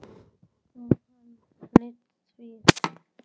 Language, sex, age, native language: Icelandic, male, 10, Icelandic